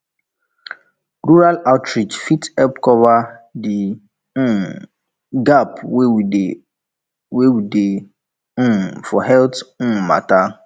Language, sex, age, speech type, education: Nigerian Pidgin, male, 15-29, spontaneous, tertiary